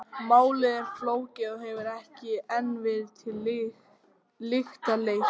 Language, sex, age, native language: Icelandic, male, 18-19, Icelandic